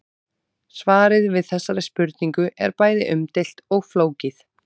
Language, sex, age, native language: Icelandic, female, 30-39, Icelandic